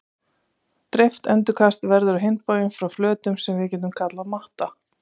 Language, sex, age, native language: Icelandic, female, 30-39, Icelandic